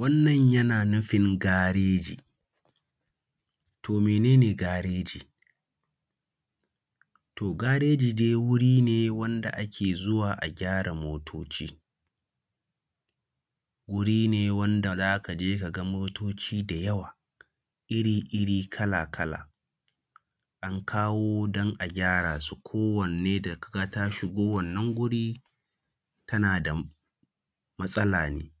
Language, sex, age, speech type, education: Hausa, male, 15-29, spontaneous, secondary